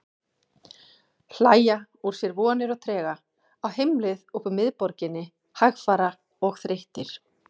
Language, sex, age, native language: Icelandic, female, 40-49, Icelandic